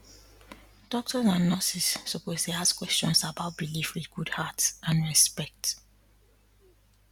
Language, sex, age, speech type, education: Nigerian Pidgin, female, 15-29, spontaneous, tertiary